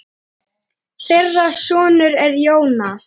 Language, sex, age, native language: Icelandic, female, 9, Icelandic